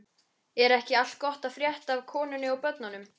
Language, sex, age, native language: Icelandic, female, 13, Icelandic